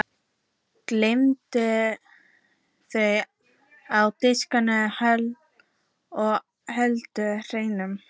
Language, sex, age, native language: Icelandic, female, 14, Icelandic